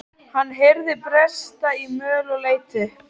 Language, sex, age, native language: Icelandic, female, 13, Icelandic